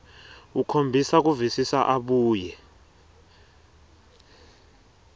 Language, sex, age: Swati, male, 20